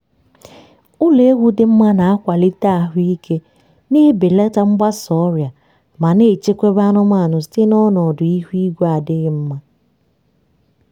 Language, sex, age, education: Igbo, female, 15-29, tertiary